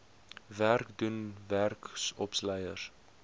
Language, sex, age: Afrikaans, male, 19